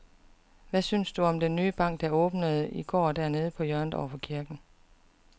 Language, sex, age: Danish, female, 41